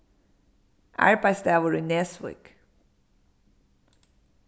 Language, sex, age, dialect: Faroese, female, 15-35, Suðurstreymoy